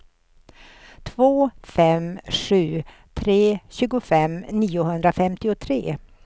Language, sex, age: Swedish, female, 64